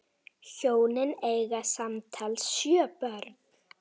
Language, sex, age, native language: Icelandic, female, 9, Icelandic